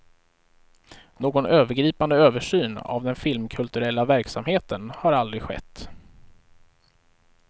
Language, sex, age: Swedish, male, 35